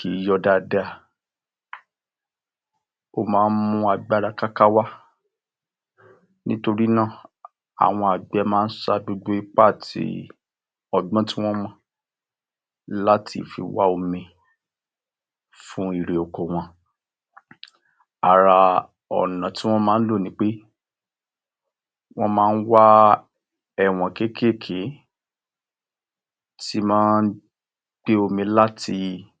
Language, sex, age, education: Yoruba, male, 60+, tertiary